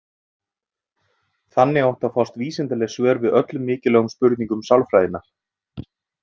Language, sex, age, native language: Icelandic, male, 30-39, Icelandic